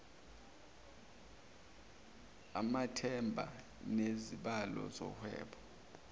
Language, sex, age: Zulu, male, 23